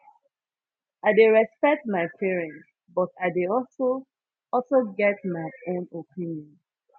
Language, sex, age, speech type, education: Nigerian Pidgin, female, 15-29, spontaneous, secondary